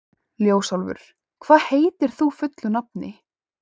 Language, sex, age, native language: Icelandic, female, 18-19, Icelandic